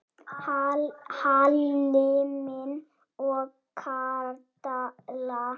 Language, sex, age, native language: Icelandic, female, 7, Icelandic